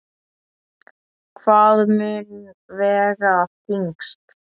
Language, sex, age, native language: Icelandic, male, 8, Icelandic